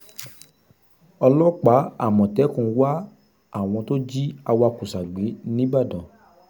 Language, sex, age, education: Yoruba, male, 30-45, secondary